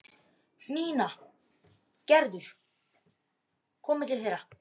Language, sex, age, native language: Icelandic, male, 12, Icelandic